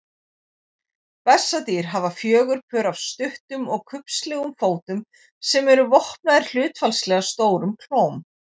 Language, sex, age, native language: Icelandic, female, 40-49, Icelandic